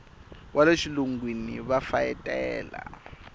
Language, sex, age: Tsonga, male, 25